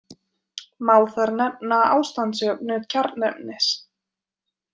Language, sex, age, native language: Icelandic, female, 20-29, Icelandic